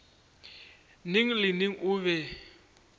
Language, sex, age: Northern Sotho, male, 24